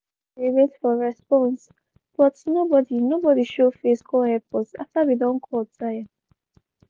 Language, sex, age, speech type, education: Nigerian Pidgin, female, 15-29, spontaneous, tertiary